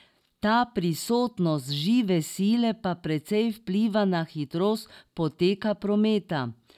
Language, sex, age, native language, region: Slovenian, female, 60+, Slovenian, Drava region